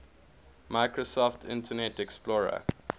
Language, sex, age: English, male, 21